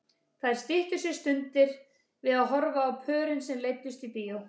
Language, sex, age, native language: Icelandic, female, 30-39, Icelandic